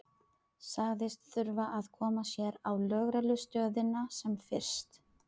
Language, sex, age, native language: Icelandic, female, 30-39, Filipino